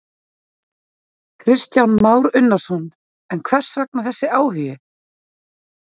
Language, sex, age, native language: Icelandic, female, 40-49, Icelandic